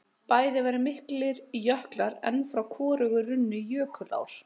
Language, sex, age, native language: Icelandic, male, 30-39, Icelandic